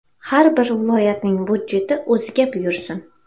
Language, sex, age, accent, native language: Uzbek, female, 18-24, Xorazm, Uzbek